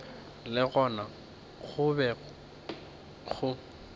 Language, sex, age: Northern Sotho, male, 24